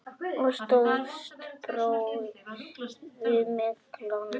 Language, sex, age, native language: Icelandic, other, 9, Icelandic